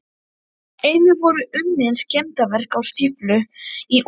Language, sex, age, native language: Icelandic, male, 12, Icelandic